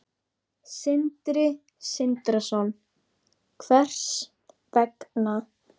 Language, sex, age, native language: Icelandic, female, 12, Icelandic